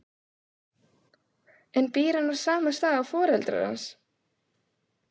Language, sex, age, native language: Icelandic, female, 16, Icelandic